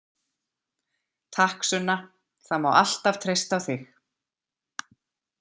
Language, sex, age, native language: Icelandic, female, 40-49, Icelandic